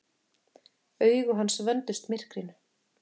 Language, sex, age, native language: Icelandic, female, 30-39, Icelandic